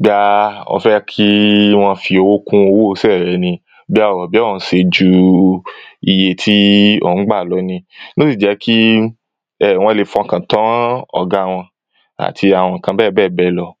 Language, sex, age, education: Yoruba, male, 15-29, tertiary